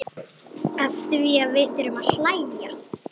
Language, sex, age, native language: Icelandic, female, 9, Icelandic